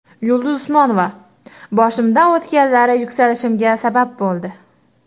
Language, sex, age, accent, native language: Uzbek, female, 18-24, Toshkent shahri, Uzbek